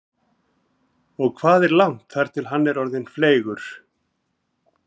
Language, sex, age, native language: Icelandic, male, 40-49, Icelandic